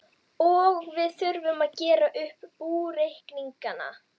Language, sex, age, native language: Icelandic, female, 12, Icelandic